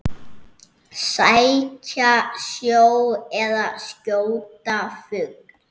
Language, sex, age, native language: Icelandic, male, 6, Icelandic